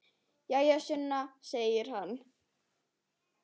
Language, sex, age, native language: Icelandic, female, 7, Icelandic